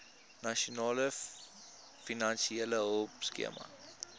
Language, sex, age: Afrikaans, male, 22